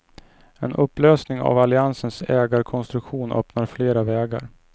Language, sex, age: Swedish, male, 29